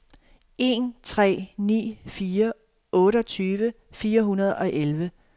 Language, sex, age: Danish, female, 51